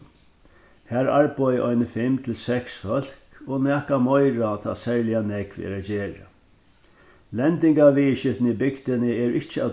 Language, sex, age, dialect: Faroese, male, 61+, Norðurstreymoy/Eysturoy